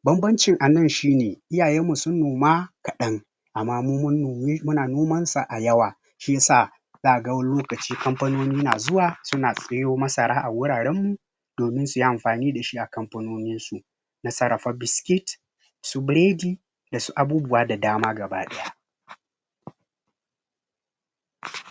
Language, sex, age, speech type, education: Hausa, male, 30-45, spontaneous, tertiary